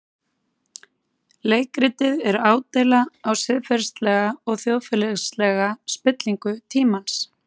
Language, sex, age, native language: Icelandic, female, 30-39, Icelandic